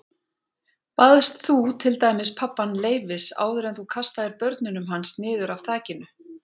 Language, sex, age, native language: Icelandic, female, 40-49, Icelandic